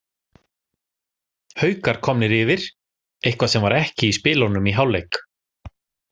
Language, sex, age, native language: Icelandic, male, 40-49, Icelandic